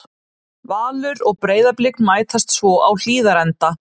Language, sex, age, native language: Icelandic, female, 30-39, Icelandic